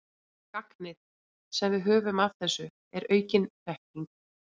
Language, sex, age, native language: Icelandic, female, 40-49, Icelandic